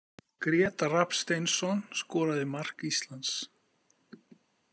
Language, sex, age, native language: Icelandic, male, 50-59, Icelandic